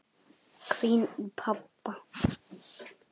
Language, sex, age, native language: Icelandic, male, 10, Icelandic